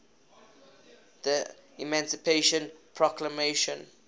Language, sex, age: English, male, 21